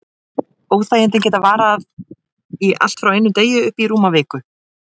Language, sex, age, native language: Icelandic, female, 20-29, Icelandic